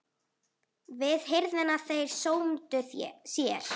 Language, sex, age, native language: Icelandic, female, 8, Icelandic